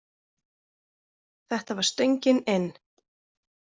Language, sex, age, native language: Icelandic, female, 20-29, Icelandic